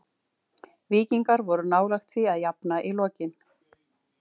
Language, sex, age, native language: Icelandic, female, 40-49, Icelandic